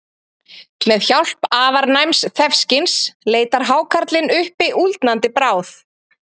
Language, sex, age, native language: Icelandic, female, 30-39, Icelandic